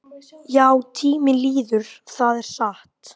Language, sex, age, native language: Icelandic, female, 12, Icelandic